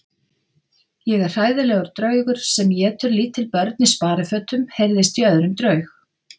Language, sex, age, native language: Icelandic, female, 50-59, Icelandic